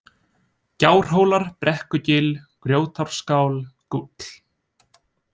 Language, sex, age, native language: Icelandic, male, 20-29, Icelandic